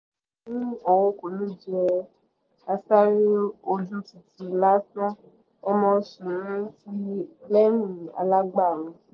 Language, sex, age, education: Yoruba, female, 15-29, secondary